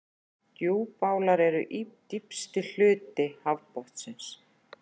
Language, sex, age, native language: Icelandic, female, 40-49, Icelandic